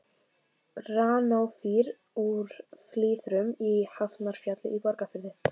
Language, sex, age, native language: Icelandic, female, 15, Icelandic